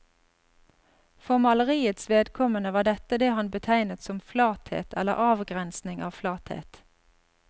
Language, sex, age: Norwegian, female, 32